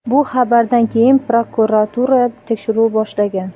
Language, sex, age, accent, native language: Uzbek, female, 25-34, Toshkent viloyati, Uzbek